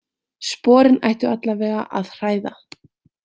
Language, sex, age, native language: Icelandic, female, 18-19, Icelandic